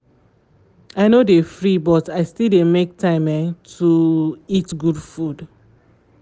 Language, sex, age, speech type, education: Nigerian Pidgin, female, 15-29, spontaneous, tertiary